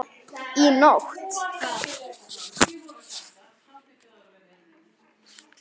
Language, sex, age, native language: Icelandic, female, 9, Icelandic